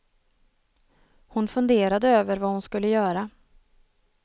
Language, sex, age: Swedish, female, 27